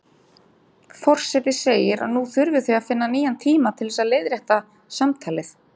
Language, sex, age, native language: Icelandic, female, 30-39, Icelandic